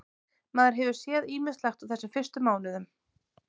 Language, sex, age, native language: Icelandic, female, 30-39, Icelandic